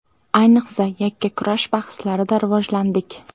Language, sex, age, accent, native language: Uzbek, female, 18-24, Samarqand, Uzbek